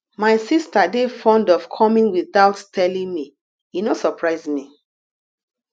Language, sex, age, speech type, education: Nigerian Pidgin, female, 30-45, spontaneous, tertiary